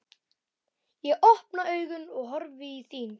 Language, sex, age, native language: Icelandic, male, 11, Icelandic